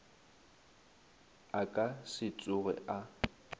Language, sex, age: Northern Sotho, male, 19